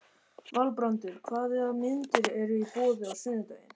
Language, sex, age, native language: Icelandic, male, 13, Icelandic